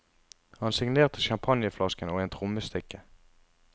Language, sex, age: Norwegian, male, 33